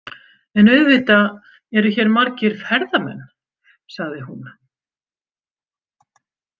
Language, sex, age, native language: Icelandic, female, 50-59, Icelandic